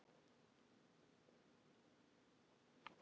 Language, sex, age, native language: Icelandic, female, 60-69, Icelandic